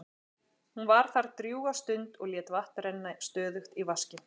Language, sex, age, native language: Icelandic, female, 40-49, Icelandic